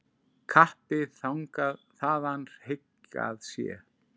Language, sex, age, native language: Icelandic, male, 10, Icelandic